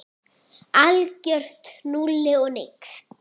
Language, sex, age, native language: Icelandic, female, 8, Icelandic